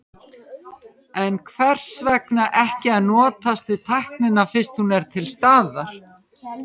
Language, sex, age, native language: Icelandic, female, 50-59, Icelandic